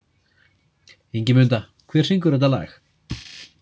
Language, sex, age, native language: Icelandic, male, 30-39, Icelandic